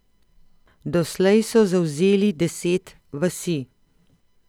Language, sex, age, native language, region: Slovenian, female, 50-59, Slovenian, Central Slovenia